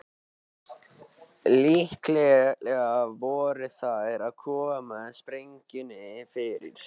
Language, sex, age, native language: Icelandic, male, 13, Icelandic